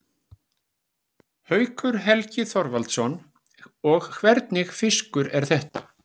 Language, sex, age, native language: Icelandic, male, 60-69, Icelandic